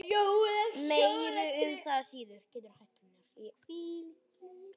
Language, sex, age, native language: Icelandic, male, 8, Icelandic